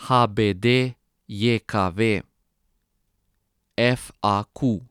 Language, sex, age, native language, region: Slovenian, male, 30-49, Croatian, Posavska region